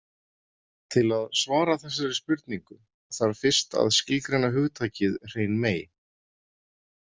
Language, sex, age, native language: Icelandic, male, 30-39, Icelandic